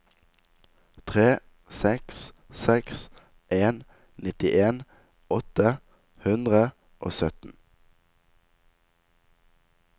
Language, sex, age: Norwegian, male, 19